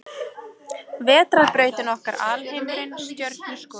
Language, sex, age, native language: Icelandic, female, 30-39, Icelandic